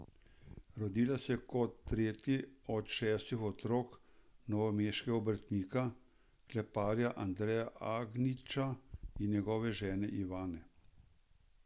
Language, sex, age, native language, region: Slovenian, male, 60+, Slovenian, Central Slovenia